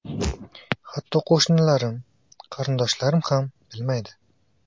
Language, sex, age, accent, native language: Uzbek, male, 18-24, Qashqadaryo, Uzbek